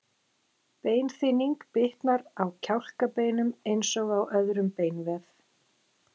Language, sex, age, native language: Icelandic, female, 40-49, Icelandic